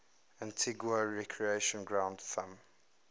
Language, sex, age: English, male, 22